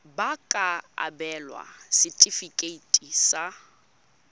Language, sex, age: Tswana, female, 22